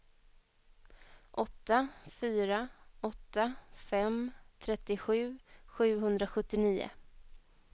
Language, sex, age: Swedish, female, 21